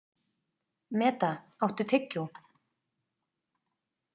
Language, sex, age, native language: Icelandic, female, 30-39, Icelandic